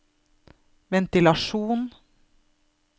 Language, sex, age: Norwegian, female, 32